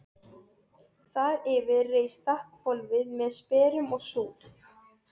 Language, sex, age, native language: Icelandic, female, 12, Serbo-Croatian